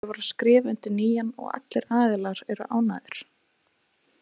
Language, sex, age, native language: Icelandic, female, 20-29, Icelandic